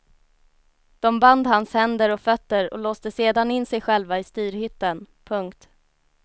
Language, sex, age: Swedish, female, 19